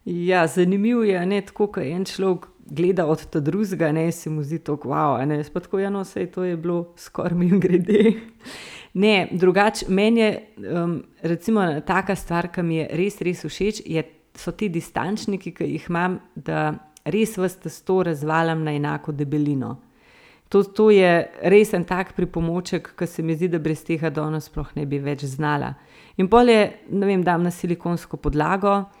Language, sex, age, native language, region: Slovenian, female, 30-49, Slovenian, Central Slovenia